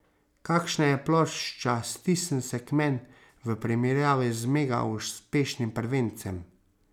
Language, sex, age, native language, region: Slovenian, male, 30-49, Slovenian, Savinja region